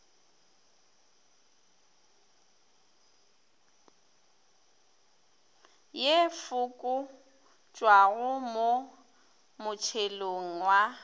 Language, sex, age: Northern Sotho, female, 21